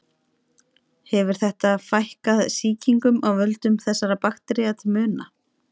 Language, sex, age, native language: Icelandic, female, 30-39, Icelandic